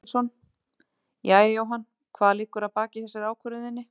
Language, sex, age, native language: Icelandic, female, 30-39, Icelandic